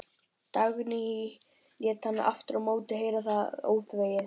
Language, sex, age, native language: Icelandic, male, 12, Icelandic